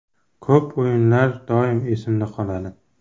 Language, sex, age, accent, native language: Uzbek, male, 18-24, Xorazm, Uzbek